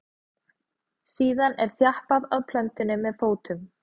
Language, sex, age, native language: Icelandic, female, 40-49, Icelandic